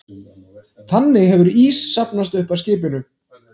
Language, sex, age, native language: Icelandic, male, 30-39, Icelandic